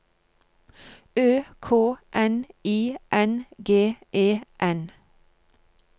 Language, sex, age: Norwegian, female, 35